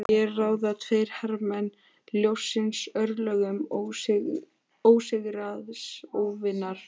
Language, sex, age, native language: Icelandic, male, 13, Icelandic